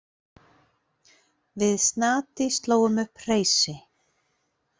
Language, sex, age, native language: Icelandic, female, 40-49, Icelandic